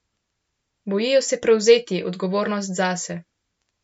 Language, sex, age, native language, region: Slovenian, male, 12-17, Slovenian, Central Slovenia